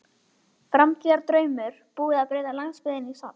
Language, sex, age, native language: Icelandic, female, 11, Icelandic